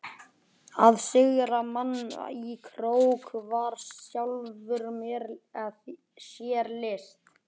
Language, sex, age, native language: Icelandic, male, 11, Icelandic